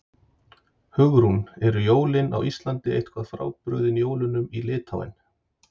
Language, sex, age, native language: Icelandic, male, 30-39, Icelandic